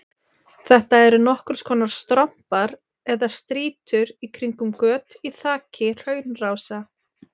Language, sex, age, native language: Icelandic, female, 30-39, Icelandic